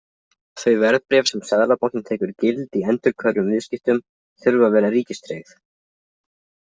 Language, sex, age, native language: Icelandic, other, 20-29, Icelandic